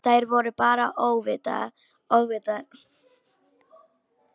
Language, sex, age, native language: Icelandic, female, 18-19, Polish